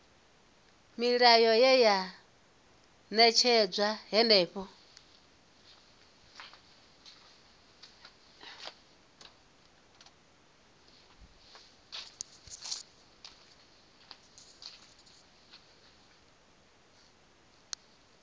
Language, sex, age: Venda, female, 24